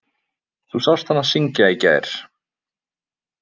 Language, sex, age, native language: Icelandic, male, 20-29, Icelandic